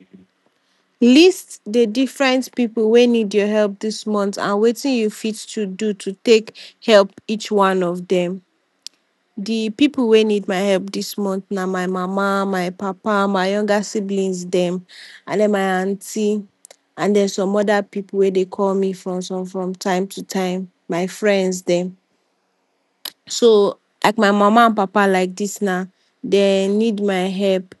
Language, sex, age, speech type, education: Nigerian Pidgin, female, 46-60, spontaneous, tertiary